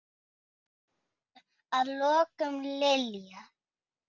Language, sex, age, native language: Icelandic, female, 5, Icelandic